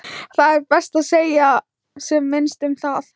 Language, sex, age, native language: Icelandic, female, 13, Thai